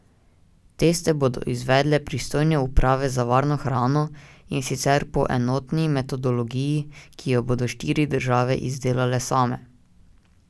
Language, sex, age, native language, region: Slovenian, male, 18-29, Slovenian, Drava region